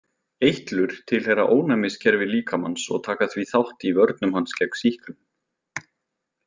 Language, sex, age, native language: Icelandic, male, 20-29, Icelandic